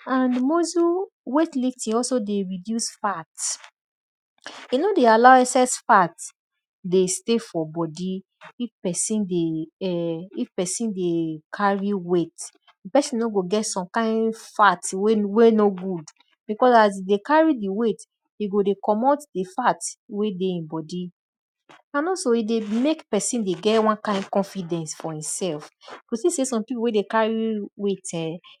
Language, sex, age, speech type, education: Nigerian Pidgin, female, 30-45, spontaneous, tertiary